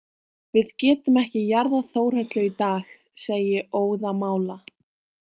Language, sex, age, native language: Icelandic, female, 18-19, Icelandic